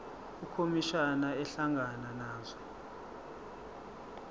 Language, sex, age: Zulu, male, 23